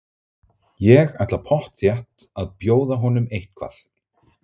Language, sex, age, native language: Icelandic, male, 30-39, Icelandic